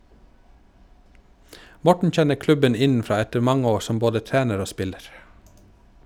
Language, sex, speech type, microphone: Norwegian, male, read, Shure